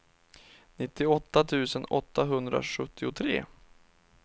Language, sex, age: Swedish, male, 31